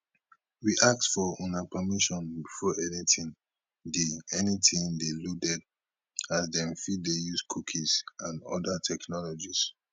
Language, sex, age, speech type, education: Nigerian Pidgin, male, 30-45, spontaneous, tertiary